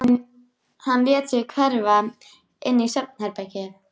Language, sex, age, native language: Icelandic, female, 13, Icelandic